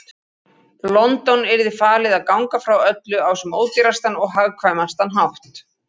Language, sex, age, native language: Icelandic, female, 40-49, Icelandic